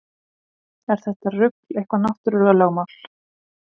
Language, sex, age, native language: Icelandic, female, 30-39, Icelandic